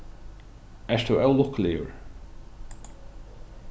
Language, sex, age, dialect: Faroese, male, 36-60, Norðuroyggjar